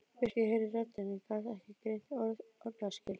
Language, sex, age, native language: Icelandic, female, 12, Icelandic